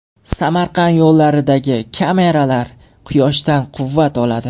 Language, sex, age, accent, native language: Uzbek, male, 18-24, Jizzax, Uzbek